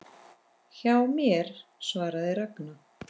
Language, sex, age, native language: Icelandic, female, 10, Icelandic